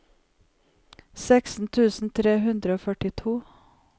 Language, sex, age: Norwegian, female, 45